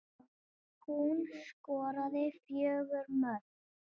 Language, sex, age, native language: Icelandic, female, 7, Icelandic